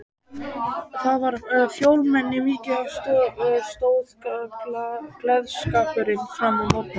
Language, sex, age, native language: Icelandic, male, 12, Icelandic